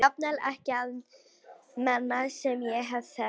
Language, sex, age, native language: Icelandic, female, 18-19, Polish